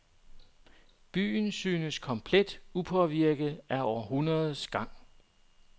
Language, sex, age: Danish, male, 44